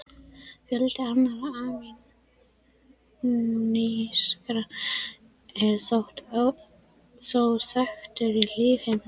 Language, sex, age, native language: Icelandic, female, 11, Icelandic